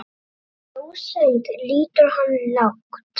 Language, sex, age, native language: Icelandic, male, 9, Icelandic